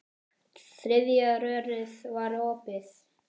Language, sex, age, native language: Icelandic, male, 10, Icelandic